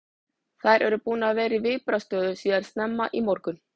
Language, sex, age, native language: Icelandic, female, 40-49, Icelandic